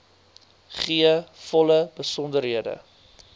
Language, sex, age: Afrikaans, male, 22